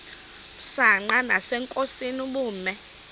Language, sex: Xhosa, female